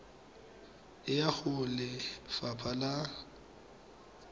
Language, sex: Tswana, male